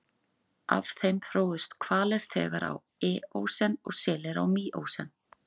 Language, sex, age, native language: Icelandic, female, 40-49, Icelandic